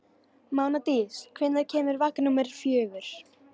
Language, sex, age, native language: Icelandic, female, 13, Icelandic